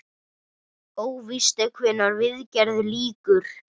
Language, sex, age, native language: Icelandic, male, 9, Icelandic